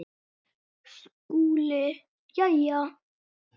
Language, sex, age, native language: Icelandic, male, 8, Icelandic